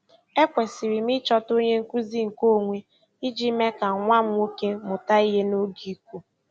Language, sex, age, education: Igbo, female, 15-29, secondary